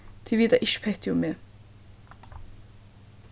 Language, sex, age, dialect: Faroese, female, 15-35, Suðurstreymoy